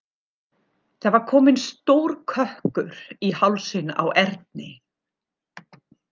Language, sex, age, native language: Icelandic, female, 40-49, German